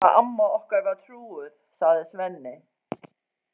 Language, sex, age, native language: Icelandic, female, 40-49, Faroese